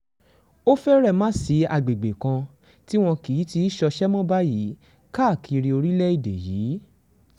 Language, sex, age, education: Yoruba, male, 15-29, tertiary